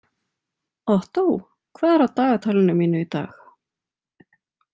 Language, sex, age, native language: Icelandic, female, 20-29, Icelandic